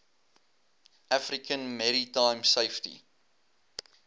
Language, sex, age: Afrikaans, male, 21